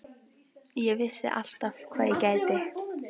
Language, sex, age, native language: Icelandic, female, 18-19, Icelandic